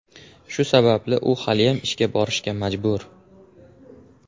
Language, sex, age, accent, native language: Uzbek, male, 18-24, Farg'ona, Uzbek